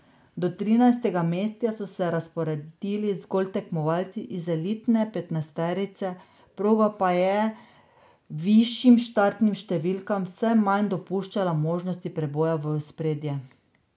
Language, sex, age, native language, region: Slovenian, female, 30-49, Slovenian, Drava region